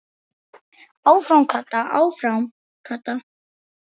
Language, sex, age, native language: Icelandic, female, 8, Icelandic